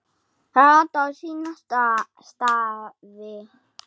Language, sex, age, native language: Icelandic, female, 8, Icelandic